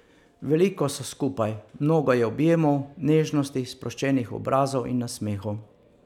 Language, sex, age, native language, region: Slovenian, male, 50-59, Slovenian, Savinja region